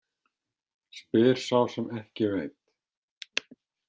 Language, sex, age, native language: Icelandic, male, 50-59, Icelandic